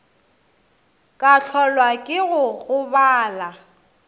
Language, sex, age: Northern Sotho, female, 27